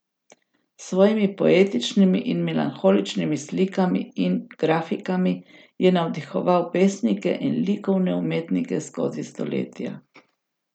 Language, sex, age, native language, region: Slovenian, female, 60+, Slovenian, Gorica region